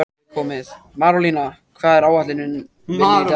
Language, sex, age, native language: Icelandic, male, 14, Icelandic